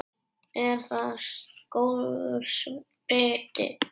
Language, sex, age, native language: Icelandic, male, 8, Icelandic